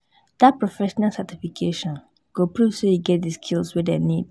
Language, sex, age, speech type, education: Nigerian Pidgin, female, 15-29, spontaneous, tertiary